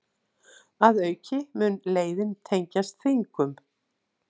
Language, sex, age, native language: Icelandic, female, 60-69, Icelandic